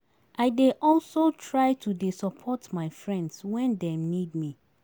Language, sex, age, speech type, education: Nigerian Pidgin, female, 30-45, spontaneous, tertiary